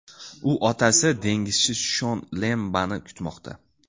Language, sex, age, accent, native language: Uzbek, male, 18-24, Andijon, Uzbek